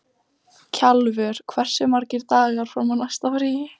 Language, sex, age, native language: Icelandic, female, 14, Icelandic